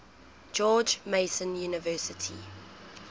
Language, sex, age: English, female, 19